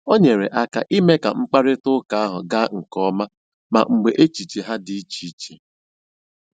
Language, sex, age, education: Igbo, male, 15-29, tertiary